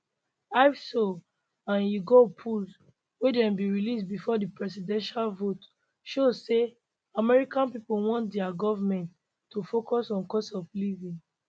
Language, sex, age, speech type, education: Nigerian Pidgin, female, 15-29, spontaneous, tertiary